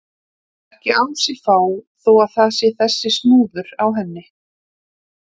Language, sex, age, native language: Icelandic, female, 30-39, Icelandic